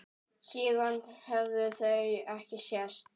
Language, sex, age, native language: Icelandic, female, 9, Icelandic